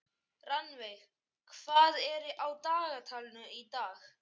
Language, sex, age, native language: Icelandic, male, 11, Icelandic